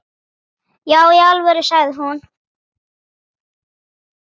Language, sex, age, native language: Icelandic, female, 8, Icelandic